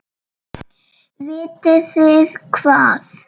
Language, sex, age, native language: Icelandic, female, 7, Icelandic